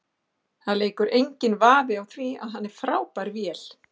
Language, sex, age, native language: Icelandic, female, 60-69, Icelandic